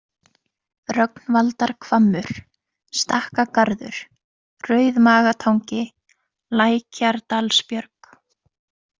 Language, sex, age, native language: Icelandic, female, 20-29, Icelandic